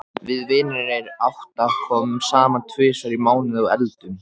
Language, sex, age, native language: Icelandic, male, 14, Icelandic